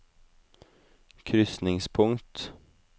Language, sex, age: Norwegian, male, 25